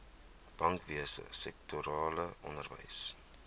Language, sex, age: Afrikaans, male, 21